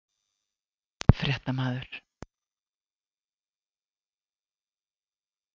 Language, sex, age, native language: Icelandic, female, 40-49, Icelandic